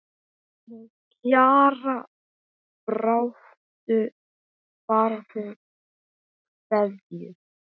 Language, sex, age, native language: Icelandic, male, 10, Icelandic